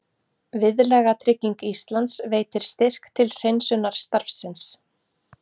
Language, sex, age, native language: Icelandic, female, 40-49, Icelandic